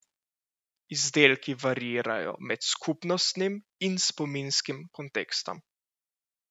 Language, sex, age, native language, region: Slovenian, male, 18-29, Slovenian, Central Slovenia